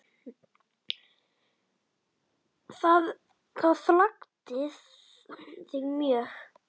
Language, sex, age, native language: Icelandic, male, 10, Icelandic